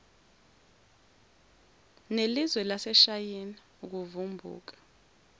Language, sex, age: Zulu, female, 17